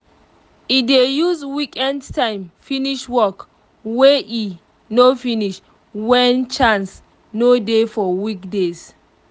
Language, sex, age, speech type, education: Nigerian Pidgin, female, 15-29, spontaneous, tertiary